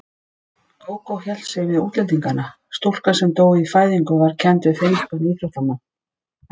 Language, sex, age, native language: Icelandic, female, 50-59, Icelandic